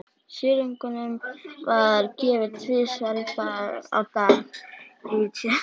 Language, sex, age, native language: Icelandic, female, 11, Icelandic